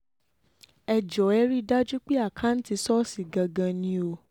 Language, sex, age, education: Yoruba, female, 15-29, tertiary